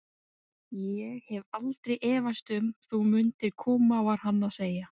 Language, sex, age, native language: Icelandic, female, 20-29, Icelandic